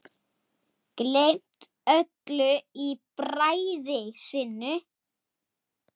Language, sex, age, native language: Icelandic, male, 8, Icelandic